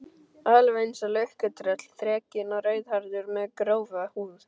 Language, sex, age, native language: Icelandic, male, 12, Icelandic